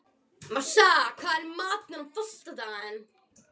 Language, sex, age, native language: Icelandic, female, 11, Icelandic